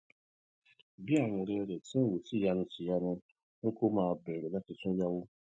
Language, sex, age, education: Yoruba, male, 30-45, tertiary